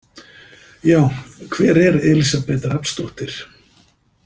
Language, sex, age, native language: Icelandic, male, 50-59, Icelandic